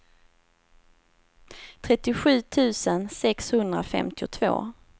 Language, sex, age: Swedish, female, 27